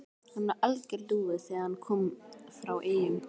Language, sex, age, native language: Icelandic, female, 12, Icelandic